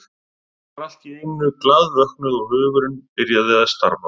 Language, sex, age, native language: Icelandic, male, 30-39, Icelandic